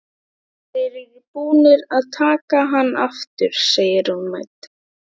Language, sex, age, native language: Icelandic, female, 12, Icelandic